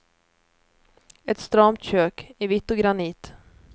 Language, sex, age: Swedish, female, 29